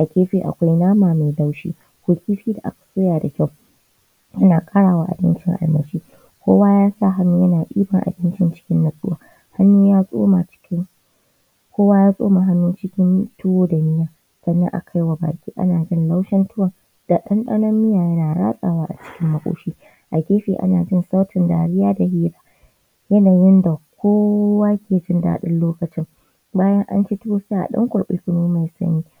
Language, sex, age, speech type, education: Hausa, female, 15-29, spontaneous, tertiary